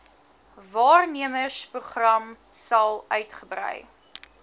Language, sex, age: Afrikaans, female, 19